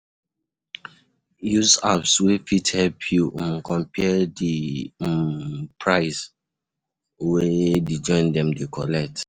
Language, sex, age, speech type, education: Nigerian Pidgin, male, 15-29, spontaneous, tertiary